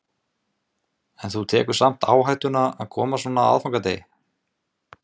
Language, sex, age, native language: Icelandic, male, 20-29, Icelandic